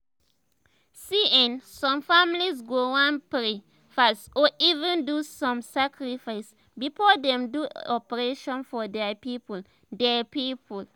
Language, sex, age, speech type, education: Nigerian Pidgin, female, 15-29, spontaneous, tertiary